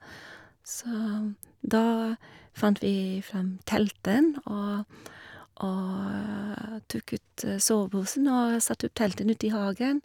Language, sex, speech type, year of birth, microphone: Norwegian, female, spontaneous, 1961, Shure